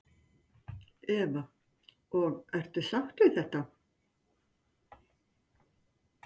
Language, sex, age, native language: Icelandic, female, 60-69, Icelandic